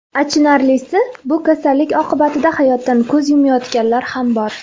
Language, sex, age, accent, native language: Uzbek, female, 19-29, Farg'ona, Uzbek